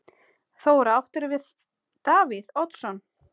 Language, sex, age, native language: Icelandic, male, 8, Icelandic